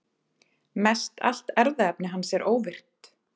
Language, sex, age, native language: Icelandic, female, 30-39, Icelandic